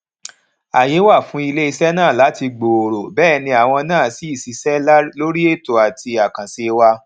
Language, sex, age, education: Yoruba, male, 30-45, tertiary